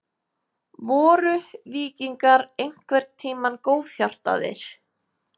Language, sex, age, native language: Icelandic, female, 20-29, Icelandic